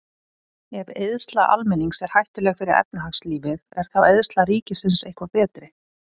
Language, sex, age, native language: Icelandic, female, 30-39, Icelandic